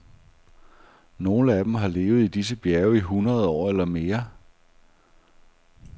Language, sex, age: Danish, male, 42